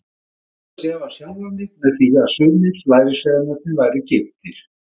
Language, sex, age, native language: Icelandic, male, 50-59, Icelandic